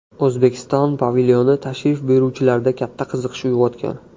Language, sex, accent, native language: Uzbek, male, Andijon, Uzbek